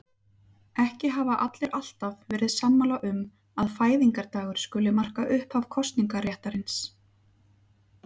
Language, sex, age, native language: Icelandic, female, 30-39, Icelandic